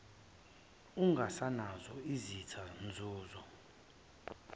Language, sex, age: Zulu, male, 23